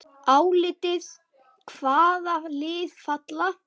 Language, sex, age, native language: Icelandic, male, 8, Icelandic